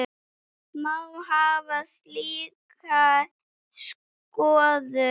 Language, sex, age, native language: Icelandic, female, 8, Icelandic